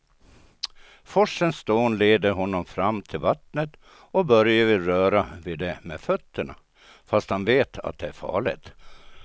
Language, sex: Swedish, male